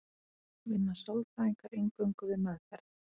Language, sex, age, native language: Icelandic, female, 30-39, Icelandic